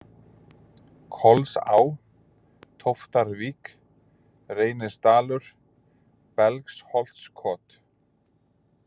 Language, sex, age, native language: Icelandic, male, 40-49, Icelandic